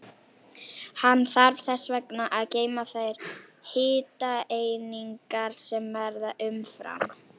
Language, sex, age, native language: Icelandic, female, 18-19, Icelandic